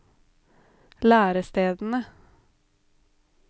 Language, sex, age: Norwegian, female, 32